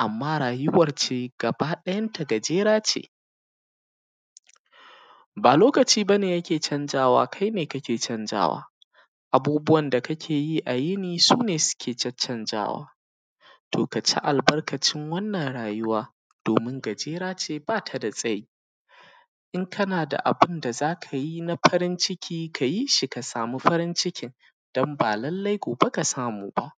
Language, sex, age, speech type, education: Hausa, male, 15-29, spontaneous, primary